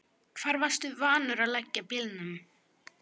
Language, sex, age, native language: Icelandic, female, 11, Icelandic